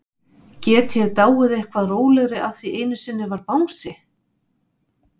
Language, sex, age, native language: Icelandic, female, 50-59, Icelandic